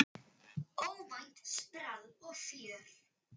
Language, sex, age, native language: Icelandic, female, 10, Icelandic